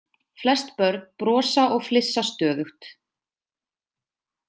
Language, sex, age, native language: Icelandic, female, 20-29, Icelandic